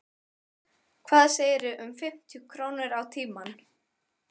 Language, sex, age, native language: Icelandic, female, 12, Icelandic